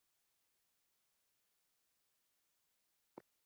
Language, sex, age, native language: Icelandic, female, 7, Icelandic